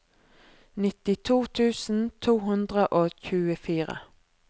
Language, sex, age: Norwegian, female, 36